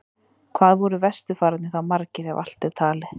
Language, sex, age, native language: Icelandic, female, 30-39, Icelandic